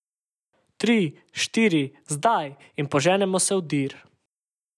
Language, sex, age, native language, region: Slovenian, male, 18-29, Slovenian, Savinja region